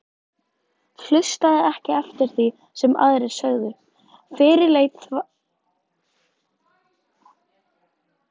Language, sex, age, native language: Icelandic, female, 13, Icelandic